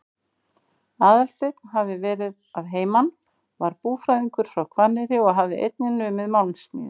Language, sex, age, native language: Icelandic, female, 50-59, Icelandic